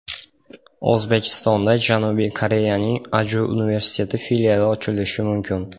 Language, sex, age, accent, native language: Uzbek, male, under 19, Farg'ona, Uzbek